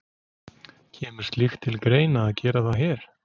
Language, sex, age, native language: Icelandic, male, 40-49, Icelandic